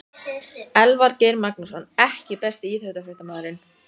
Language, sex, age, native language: Icelandic, female, 14, Icelandic